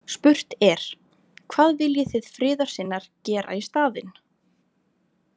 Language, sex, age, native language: Icelandic, female, 20-29, Icelandic